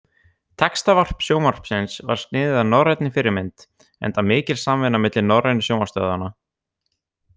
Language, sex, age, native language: Icelandic, other, 18-19, Icelandic